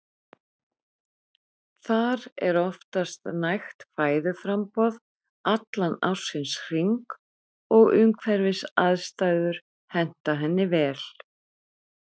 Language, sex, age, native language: Icelandic, female, 50-59, Icelandic